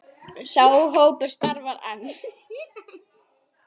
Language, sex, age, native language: Icelandic, female, 9, Icelandic